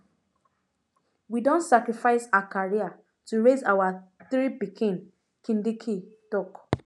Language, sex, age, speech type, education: Nigerian Pidgin, female, 15-29, spontaneous, tertiary